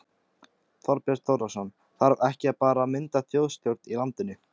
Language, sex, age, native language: Icelandic, male, 14, Icelandic